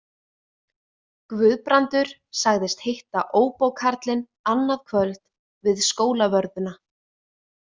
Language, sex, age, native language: Icelandic, female, 20-29, Icelandic